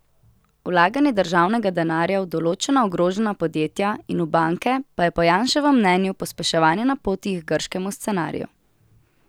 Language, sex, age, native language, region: Slovenian, female, 18-29, Slovenian, Southeast Slovenia